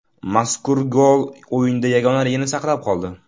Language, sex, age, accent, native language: Uzbek, male, under 19, Toshkent viloyati, Uzbek